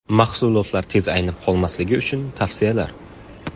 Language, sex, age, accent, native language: Uzbek, male, 18-24, Qashqadaryo, Uzbek